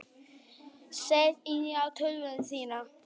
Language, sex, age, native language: Icelandic, female, 18-19, Icelandic